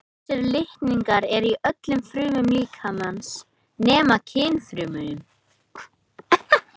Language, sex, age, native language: Icelandic, male, 18-19, Icelandic